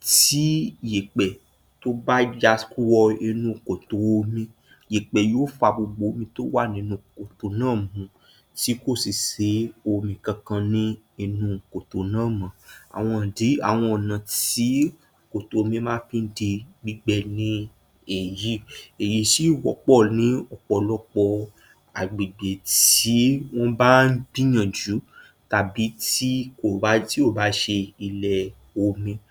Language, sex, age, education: Yoruba, female, 46-60, tertiary